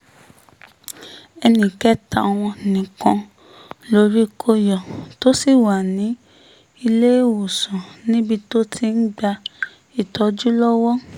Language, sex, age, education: Yoruba, female, 30-45, tertiary